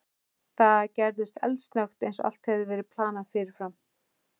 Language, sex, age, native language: Icelandic, male, 11, Icelandic